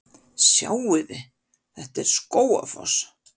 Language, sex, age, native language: Icelandic, female, 50-59, Icelandic